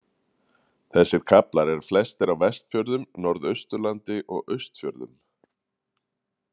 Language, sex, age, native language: Icelandic, male, 30-39, Icelandic